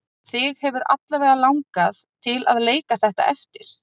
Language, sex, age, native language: Icelandic, female, 30-39, Icelandic